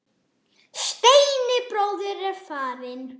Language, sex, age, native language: Icelandic, male, 8, Icelandic